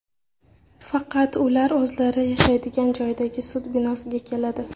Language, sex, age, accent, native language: Uzbek, female, 19-29, Toshkent shahri, Uzbek